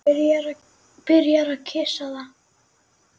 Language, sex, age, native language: Icelandic, female, 9, Icelandic